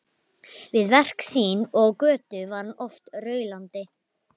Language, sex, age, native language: Icelandic, female, 11, Icelandic